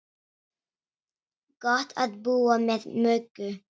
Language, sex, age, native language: Icelandic, female, 10, Icelandic